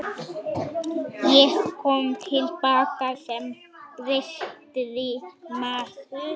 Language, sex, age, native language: Icelandic, female, 40-49, Icelandic